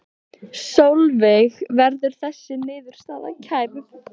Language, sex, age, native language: Icelandic, female, 15, Icelandic